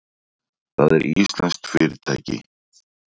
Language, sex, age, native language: Icelandic, male, 40-49, Icelandic